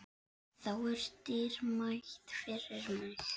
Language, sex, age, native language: Icelandic, female, 7, Icelandic